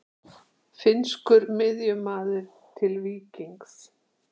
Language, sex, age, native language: Icelandic, female, 60-69, Icelandic